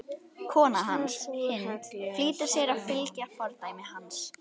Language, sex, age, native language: Icelandic, female, 11, Icelandic